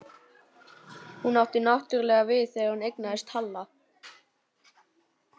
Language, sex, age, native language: Icelandic, male, 11, Icelandic